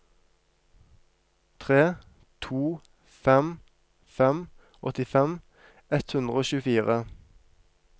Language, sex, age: Norwegian, male, 23